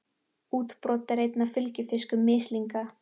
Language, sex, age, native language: Icelandic, female, 18-19, Icelandic